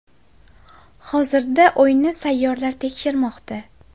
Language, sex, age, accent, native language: Uzbek, female, 18-24, Qashqadaryo, Uzbek